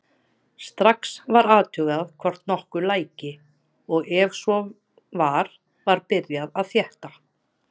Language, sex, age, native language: Icelandic, female, 30-39, Icelandic